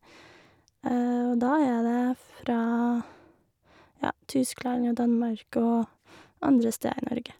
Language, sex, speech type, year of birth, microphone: Norwegian, female, spontaneous, 1988, Shure